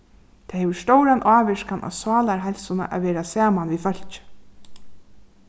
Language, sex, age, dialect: Faroese, female, 36-60, Suðurstreymoy